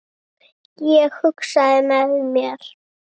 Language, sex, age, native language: Icelandic, female, 7, Icelandic